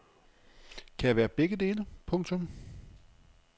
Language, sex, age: Danish, male, 35